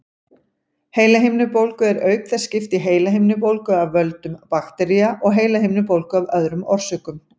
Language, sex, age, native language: Icelandic, female, 40-49, Icelandic